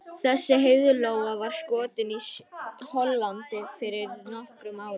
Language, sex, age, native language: Icelandic, female, 50-59, Icelandic